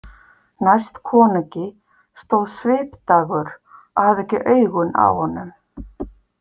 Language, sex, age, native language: Icelandic, female, 50-59, Icelandic